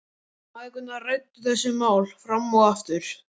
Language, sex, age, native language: Icelandic, male, 12, Icelandic